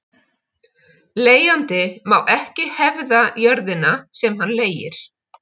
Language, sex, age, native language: Icelandic, female, 50-59, Icelandic